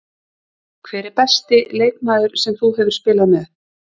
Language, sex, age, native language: Icelandic, female, 30-39, Icelandic